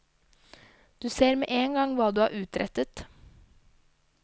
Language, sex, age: Norwegian, female, 22